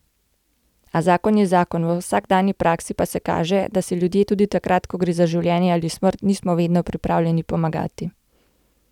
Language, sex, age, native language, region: Slovenian, female, 18-29, Slovenian, Gorenjska region